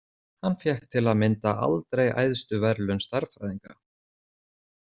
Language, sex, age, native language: Icelandic, male, 40-49, Icelandic